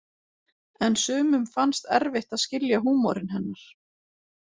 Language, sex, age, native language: Icelandic, female, 40-49, Icelandic